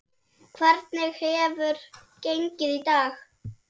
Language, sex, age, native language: Icelandic, female, 7, Icelandic